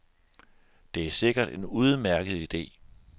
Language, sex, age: Danish, male, 42